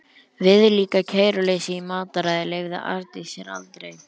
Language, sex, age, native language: Icelandic, male, 11, Icelandic